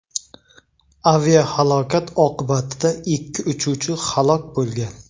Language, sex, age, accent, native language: Uzbek, male, 35+, Navoiy, Uzbek